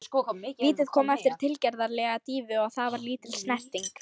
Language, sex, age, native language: Icelandic, female, 18-19, Icelandic